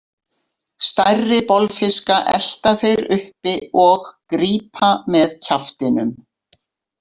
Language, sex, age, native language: Icelandic, female, 60-69, Icelandic